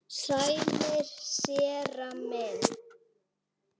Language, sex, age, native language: Icelandic, female, 7, Icelandic